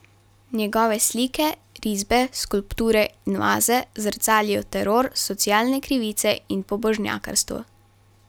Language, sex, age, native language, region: Slovenian, female, 12-17, Slovenian, Carinthia region